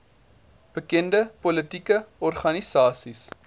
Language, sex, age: Afrikaans, male, 19